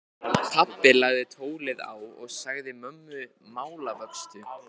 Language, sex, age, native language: Icelandic, male, 15, Icelandic